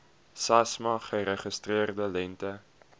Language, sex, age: Afrikaans, male, 21